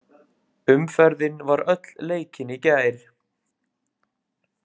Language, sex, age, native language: Icelandic, male, 20-29, Icelandic